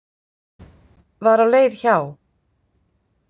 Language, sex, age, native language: Icelandic, female, 50-59, Icelandic